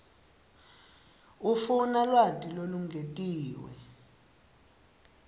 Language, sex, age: Swati, male, 19